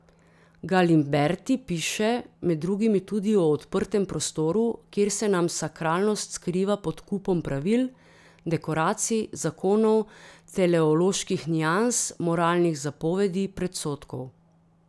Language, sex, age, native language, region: Slovenian, female, 30-49, Slovenian, Drava region